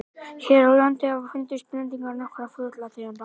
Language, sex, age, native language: Icelandic, male, 18-19, Icelandic